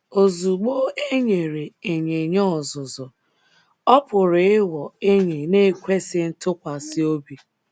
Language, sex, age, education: Igbo, female, 15-29, tertiary